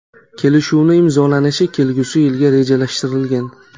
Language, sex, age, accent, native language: Uzbek, male, 18-24, Toshkent shahri, Uzbek